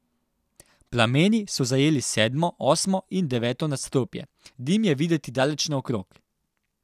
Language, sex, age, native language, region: Slovenian, male, 18-29, Slovenian, Central Slovenia